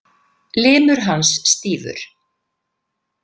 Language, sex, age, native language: Icelandic, female, 50-59, Icelandic